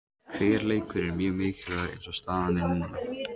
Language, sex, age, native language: Icelandic, male, 18-19, Icelandic